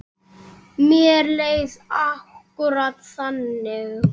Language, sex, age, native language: Icelandic, male, 8, Icelandic